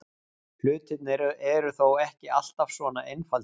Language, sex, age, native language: Icelandic, male, 40-49, Icelandic